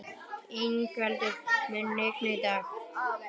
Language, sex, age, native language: Icelandic, male, 11, Icelandic